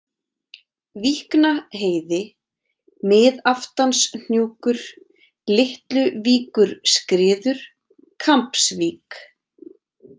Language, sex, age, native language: Icelandic, female, 30-39, Icelandic